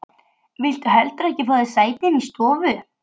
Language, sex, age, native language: Icelandic, female, 12, Icelandic